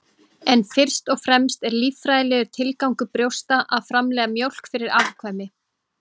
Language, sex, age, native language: Icelandic, female, 18-19, Icelandic